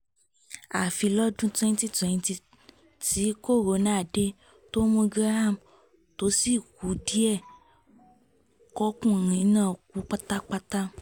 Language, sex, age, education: Yoruba, female, 15-29, tertiary